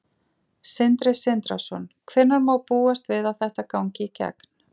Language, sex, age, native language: Icelandic, female, 40-49, Icelandic